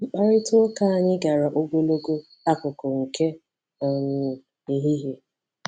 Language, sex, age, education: Igbo, female, 15-29, tertiary